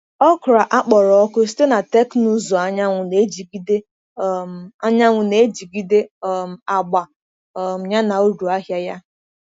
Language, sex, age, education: Igbo, female, 15-29, tertiary